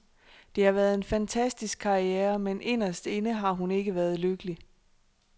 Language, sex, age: Danish, female, 26